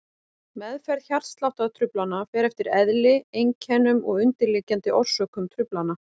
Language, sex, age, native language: Icelandic, female, 40-49, Icelandic